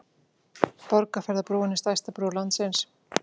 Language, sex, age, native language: Icelandic, female, 40-49, Icelandic